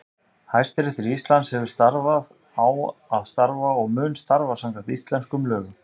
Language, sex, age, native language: Icelandic, male, 30-39, Icelandic